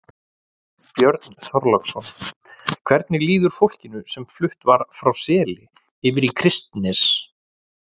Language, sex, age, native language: Icelandic, male, 40-49, Icelandic